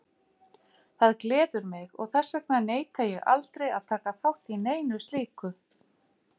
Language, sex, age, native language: Icelandic, female, 50-59, Icelandic